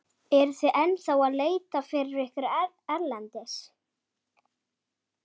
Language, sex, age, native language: Icelandic, male, 12, Icelandic